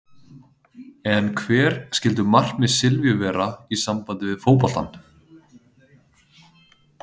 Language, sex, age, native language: Icelandic, male, 30-39, Icelandic